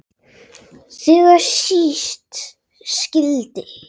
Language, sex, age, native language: Icelandic, male, 8, Icelandic